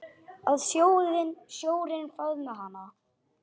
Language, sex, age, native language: Icelandic, male, 9, Icelandic